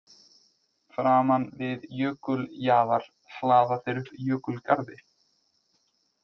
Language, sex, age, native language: Icelandic, male, 20-29, Icelandic